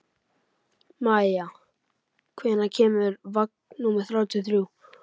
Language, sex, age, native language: Icelandic, male, 11, Icelandic